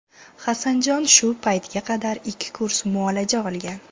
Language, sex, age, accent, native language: Uzbek, female, 18-24, Andijon, Uzbek